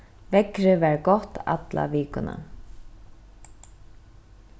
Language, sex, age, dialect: Faroese, female, 36-60, Norðuroyggjar